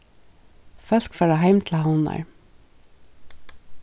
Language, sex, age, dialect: Faroese, female, 36-60, Suðurstreymoy